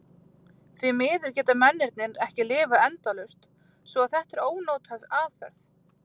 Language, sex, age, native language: Icelandic, female, 30-39, Icelandic